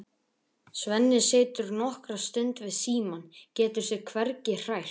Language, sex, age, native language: Icelandic, male, 11, Icelandic